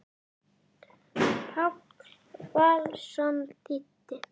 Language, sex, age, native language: Icelandic, female, 8, Icelandic